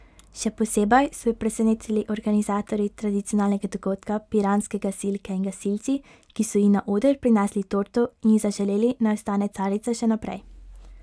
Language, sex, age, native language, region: Slovenian, female, 18-29, Slovenian, Pomurje region